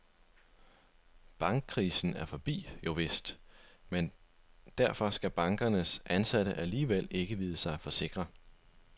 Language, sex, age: Danish, male, 25